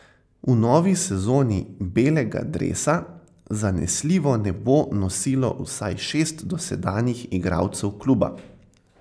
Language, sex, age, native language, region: Slovenian, male, 18-29, Slovenian, Central Slovenia